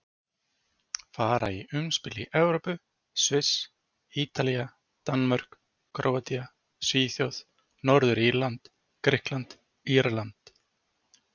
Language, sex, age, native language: Icelandic, male, 40-49, Icelandic